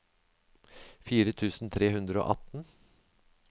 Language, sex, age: Norwegian, male, 63